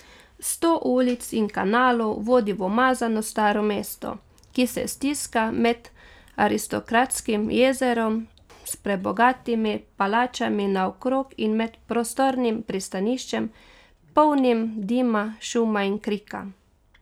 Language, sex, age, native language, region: Slovenian, female, 30-49, Slovenian, Carinthia region